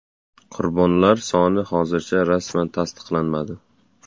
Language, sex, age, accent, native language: Uzbek, male, 18-24, Toshkent shahri, Uzbek